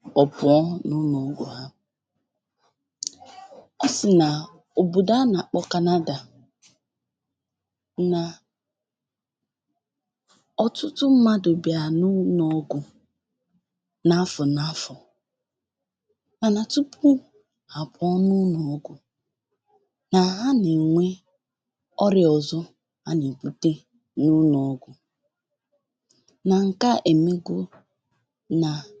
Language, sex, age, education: Igbo, female, 15-29, tertiary